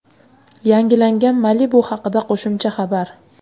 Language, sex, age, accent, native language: Uzbek, female, 25-34, Qashqadaryo, Uzbek